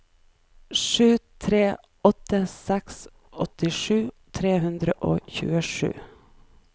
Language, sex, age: Norwegian, female, 29